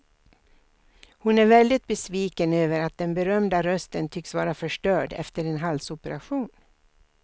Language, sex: Swedish, female